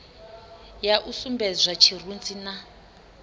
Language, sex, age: Venda, female, 25